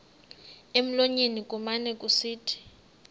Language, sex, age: Xhosa, male, 19